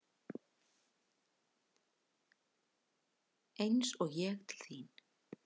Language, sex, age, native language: Icelandic, female, 50-59, Icelandic